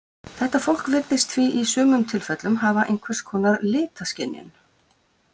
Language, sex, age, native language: Icelandic, female, 50-59, Icelandic